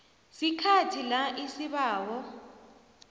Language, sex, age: South Ndebele, female, 29